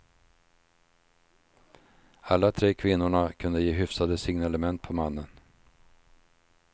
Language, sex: Swedish, male